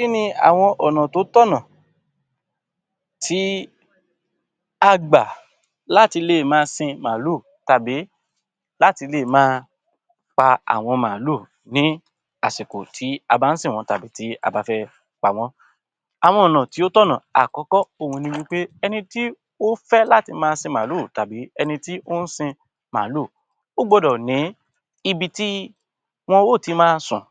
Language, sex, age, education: Yoruba, male, 60+, tertiary